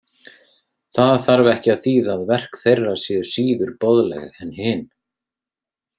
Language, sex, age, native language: Icelandic, male, 30-39, Icelandic